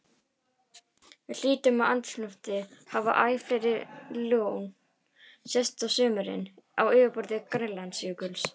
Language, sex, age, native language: Icelandic, female, 18-19, Icelandic